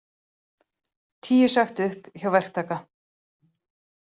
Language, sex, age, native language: Icelandic, female, 40-49, Icelandic